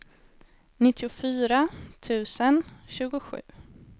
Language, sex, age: Swedish, female, 18